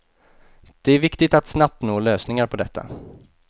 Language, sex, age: Swedish, male, 28